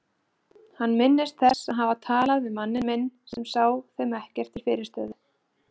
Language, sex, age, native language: Icelandic, female, 40-49, Icelandic